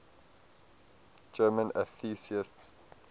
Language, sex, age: English, male, 22